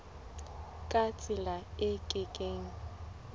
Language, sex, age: Southern Sotho, female, 20